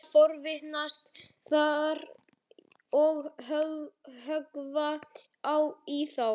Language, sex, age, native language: Icelandic, male, 11, Icelandic